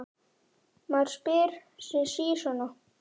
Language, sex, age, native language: Icelandic, male, 9, Icelandic